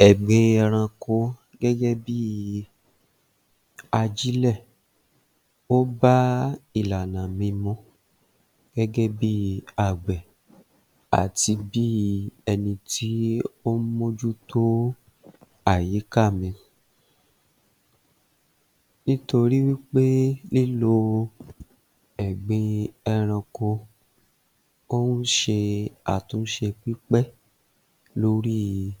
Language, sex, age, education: Yoruba, male, 30-45, tertiary